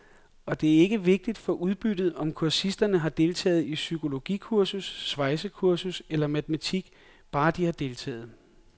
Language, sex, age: Danish, male, 42